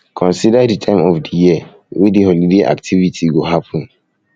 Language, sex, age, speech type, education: Nigerian Pidgin, male, 15-29, spontaneous, tertiary